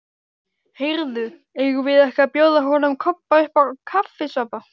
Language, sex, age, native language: Icelandic, female, 12, Icelandic